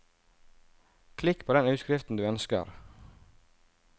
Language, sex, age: Norwegian, male, 37